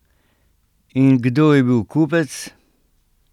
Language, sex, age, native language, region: Slovenian, male, 60+, Slovenian, Central Slovenia